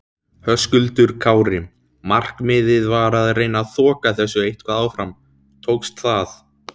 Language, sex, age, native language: Icelandic, male, 17, Icelandic